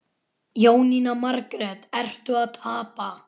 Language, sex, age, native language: Icelandic, female, 10, Icelandic